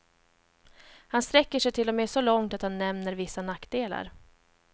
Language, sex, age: Swedish, female, 31